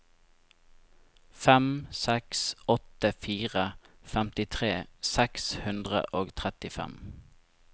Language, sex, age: Norwegian, male, 25